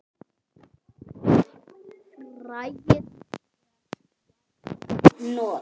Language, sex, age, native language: Icelandic, male, 8, Icelandic